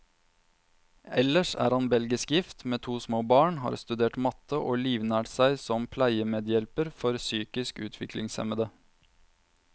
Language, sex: Norwegian, male